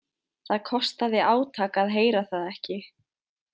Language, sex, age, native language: Icelandic, female, 20-29, Icelandic